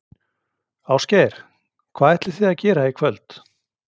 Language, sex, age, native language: Icelandic, male, 40-49, Icelandic